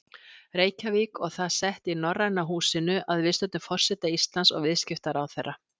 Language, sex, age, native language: Icelandic, female, 60-69, Icelandic